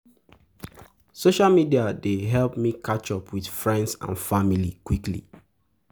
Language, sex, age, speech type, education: Nigerian Pidgin, male, 15-29, spontaneous, tertiary